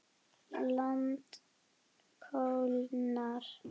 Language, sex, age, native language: Icelandic, female, 9, Icelandic